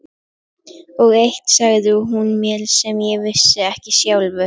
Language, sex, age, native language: Icelandic, female, 11, Icelandic